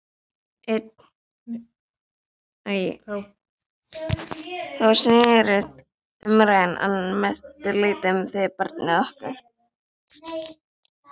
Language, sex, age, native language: Icelandic, female, 11, Icelandic